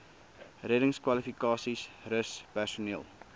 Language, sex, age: Afrikaans, male, 19